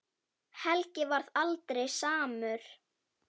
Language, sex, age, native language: Icelandic, female, 9, Icelandic